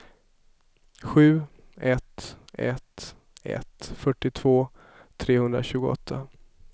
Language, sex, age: Swedish, male, 27